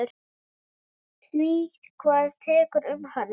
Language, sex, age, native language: Icelandic, female, 7, Icelandic